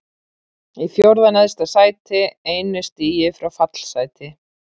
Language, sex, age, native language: Icelandic, female, 40-49, Icelandic